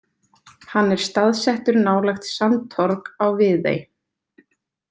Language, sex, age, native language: Icelandic, female, 20-29, Icelandic